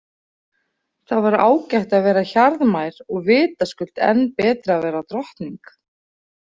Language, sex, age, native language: Icelandic, female, 40-49, Icelandic